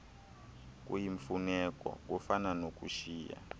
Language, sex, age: Xhosa, male, 23